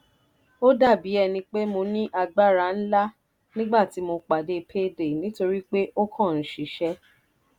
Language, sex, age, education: Yoruba, female, 30-45, tertiary